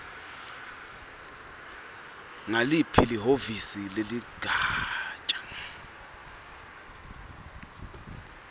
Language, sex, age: Swati, male, 23